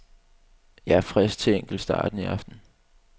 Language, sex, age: Danish, male, 22